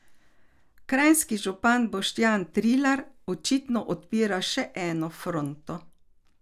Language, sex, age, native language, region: Slovenian, female, 60+, Slovenian, Carinthia region